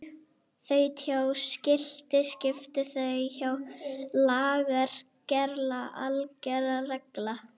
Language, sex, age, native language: Icelandic, female, 11, Icelandic